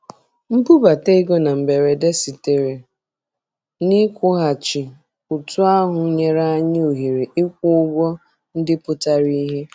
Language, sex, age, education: Igbo, female, 30-45, tertiary